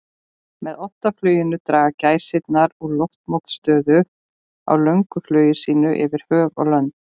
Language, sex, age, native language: Icelandic, female, 40-49, Icelandic